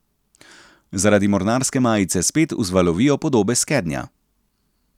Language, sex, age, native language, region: Slovenian, male, 30-49, Slovenian, Central Slovenia